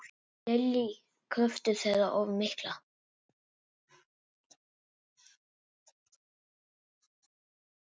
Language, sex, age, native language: Icelandic, female, 7, Icelandic